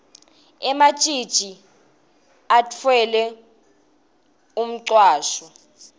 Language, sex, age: Swati, female, 19